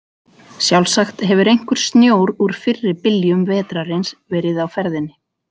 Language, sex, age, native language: Icelandic, female, 40-49, Icelandic